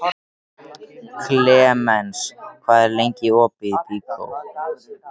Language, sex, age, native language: Icelandic, male, 13, Icelandic